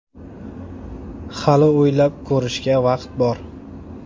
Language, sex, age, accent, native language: Uzbek, male, 18-24, Namangan, Uzbek